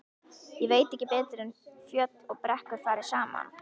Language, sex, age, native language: Icelandic, female, 11, Icelandic